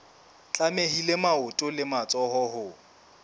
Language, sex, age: Southern Sotho, male, 20